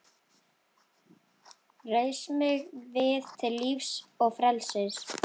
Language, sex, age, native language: Icelandic, female, 12, Icelandic